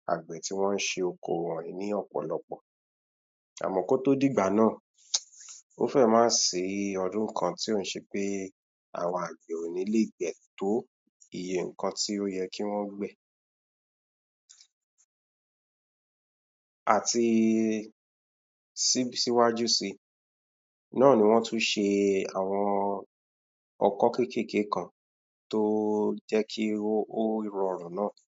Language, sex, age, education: Yoruba, male, 15-29, tertiary